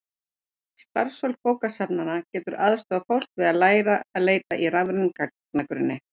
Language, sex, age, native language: Icelandic, female, 50-59, Icelandic